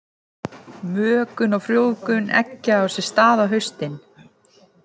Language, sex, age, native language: Icelandic, female, 30-39, Icelandic